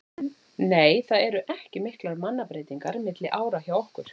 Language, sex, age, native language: Icelandic, female, 40-49, Icelandic